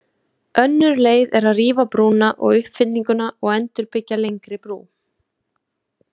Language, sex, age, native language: Icelandic, female, 30-39, Icelandic